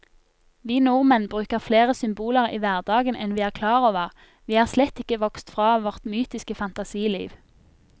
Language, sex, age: Norwegian, female, 24